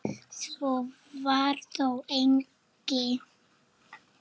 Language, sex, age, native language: Icelandic, female, 7, Icelandic